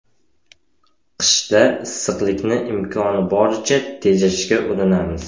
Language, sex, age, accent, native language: Uzbek, male, 18-24, Samarqand, Uzbek